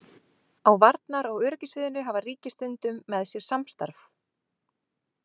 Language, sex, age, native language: Icelandic, female, 20-29, Icelandic